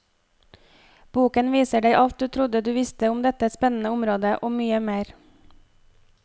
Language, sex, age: Norwegian, female, 25